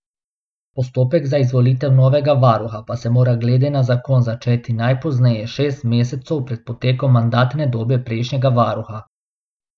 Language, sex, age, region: Slovenian, male, 18-29, Abroad